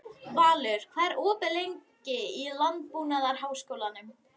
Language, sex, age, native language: Icelandic, female, 11, Icelandic